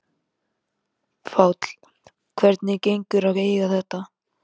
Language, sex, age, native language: Icelandic, male, 13, Icelandic